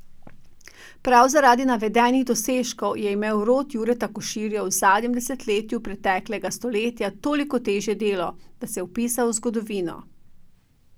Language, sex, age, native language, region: Slovenian, female, 50-59, Slovenian, Drava region